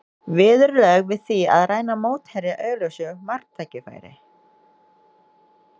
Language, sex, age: Icelandic, female, 20-29